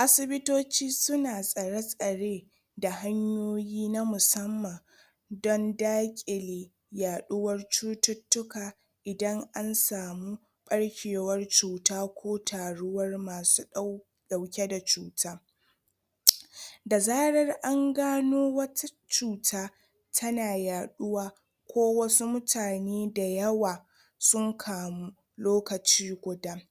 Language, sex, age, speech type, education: Hausa, female, 30-45, spontaneous, tertiary